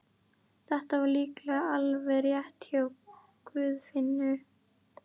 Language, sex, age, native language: Icelandic, female, 11, Icelandic